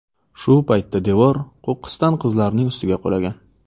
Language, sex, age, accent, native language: Uzbek, male, 25-34, Navoiy, Uzbek